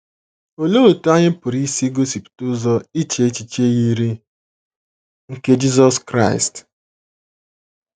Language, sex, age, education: Igbo, female, 15-29, tertiary